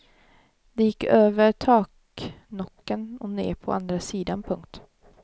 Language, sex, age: Swedish, female, 18